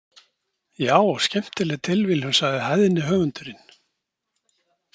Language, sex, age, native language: Icelandic, male, 60-69, Icelandic